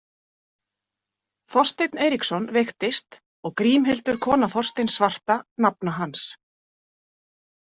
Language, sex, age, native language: Icelandic, female, 40-49, Icelandic